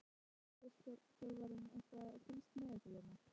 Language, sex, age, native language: Icelandic, female, 12, Icelandic